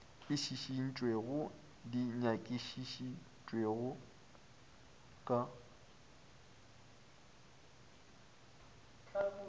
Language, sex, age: Northern Sotho, male, 20